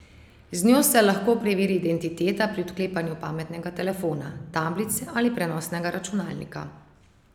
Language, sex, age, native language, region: Slovenian, female, 30-49, Slovenian, Savinja region